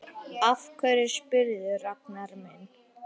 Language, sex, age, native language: Icelandic, male, 9, Icelandic